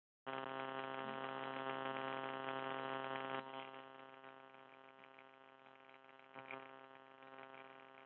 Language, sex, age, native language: Icelandic, female, 30-39, Icelandic